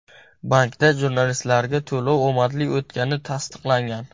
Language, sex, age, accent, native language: Uzbek, male, 18-24, Buxoro, Uzbek